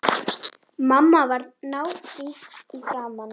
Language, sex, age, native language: Icelandic, female, 10, Icelandic